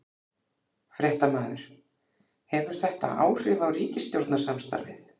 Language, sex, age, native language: Icelandic, female, 40-49, Icelandic